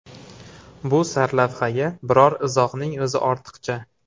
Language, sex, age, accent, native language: Uzbek, male, 18-24, Farg'ona, Uzbek